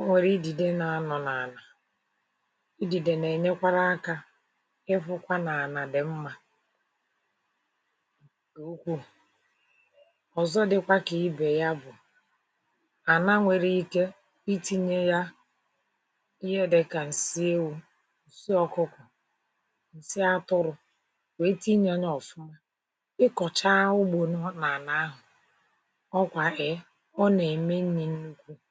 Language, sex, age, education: Igbo, male, 60+, tertiary